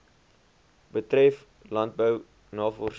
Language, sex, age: Afrikaans, male, 21